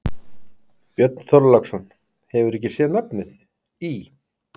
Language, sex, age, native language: Icelandic, male, 50-59, Icelandic